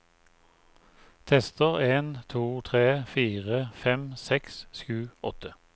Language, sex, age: Norwegian, male, 51